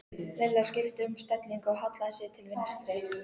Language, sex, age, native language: Icelandic, female, 13, Icelandic